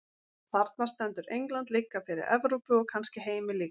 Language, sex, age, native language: Icelandic, female, 40-49, Icelandic